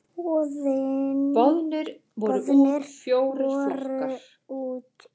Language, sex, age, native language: Icelandic, female, 40-49, Icelandic